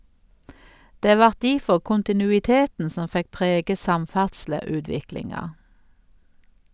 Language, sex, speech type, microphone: Norwegian, female, read, Sennheiser